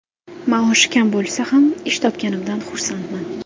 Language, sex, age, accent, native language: Uzbek, female, 18-24, Andijon, Uzbek